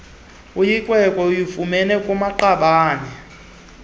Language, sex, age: Xhosa, male, 22